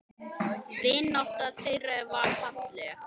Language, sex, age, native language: Icelandic, male, 10, Icelandic